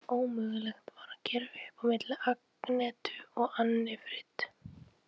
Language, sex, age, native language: Icelandic, female, 18-19, Icelandic